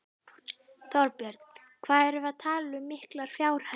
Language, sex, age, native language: Icelandic, female, 12, Icelandic